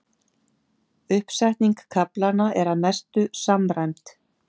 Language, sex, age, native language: Icelandic, female, 50-59, Icelandic